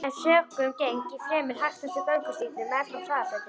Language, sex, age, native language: Icelandic, female, 11, Icelandic